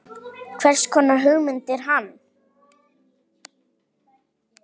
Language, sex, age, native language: Icelandic, female, 7, Icelandic